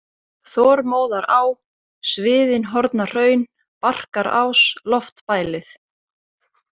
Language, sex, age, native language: Icelandic, female, 30-39, Icelandic